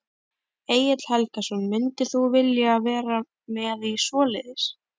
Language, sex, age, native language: Icelandic, female, 11, Icelandic